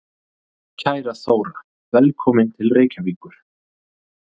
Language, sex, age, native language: Icelandic, male, 30-39, Icelandic